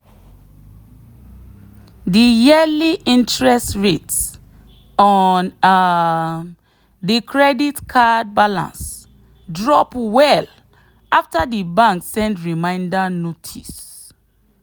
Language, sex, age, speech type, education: Nigerian Pidgin, female, 30-45, spontaneous, tertiary